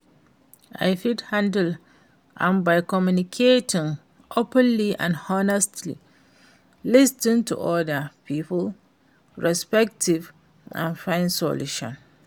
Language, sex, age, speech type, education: Nigerian Pidgin, female, 46-60, read, secondary